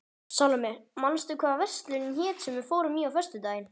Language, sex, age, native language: Icelandic, male, 12, Icelandic